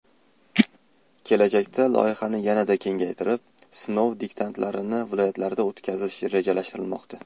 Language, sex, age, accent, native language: Uzbek, male, 19-29, Toshkent shahri, Uzbek